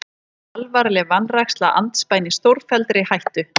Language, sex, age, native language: Icelandic, female, 30-39, Icelandic